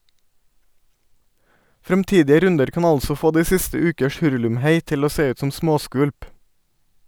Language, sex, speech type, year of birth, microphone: Norwegian, male, read, 1989, Sennheiser